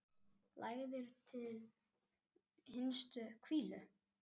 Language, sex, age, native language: Icelandic, male, 10, Icelandic